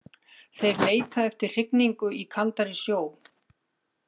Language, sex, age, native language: Icelandic, female, 50-59, Icelandic